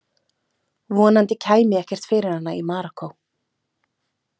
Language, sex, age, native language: Icelandic, female, 30-39, Icelandic